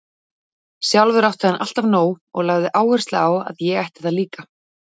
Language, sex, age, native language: Icelandic, female, 40-49, Icelandic